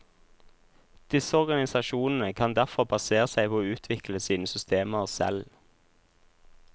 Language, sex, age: Norwegian, male, 26